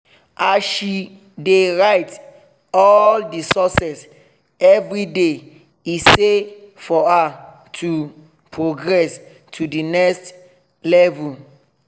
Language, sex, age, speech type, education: Nigerian Pidgin, male, 30-45, spontaneous, tertiary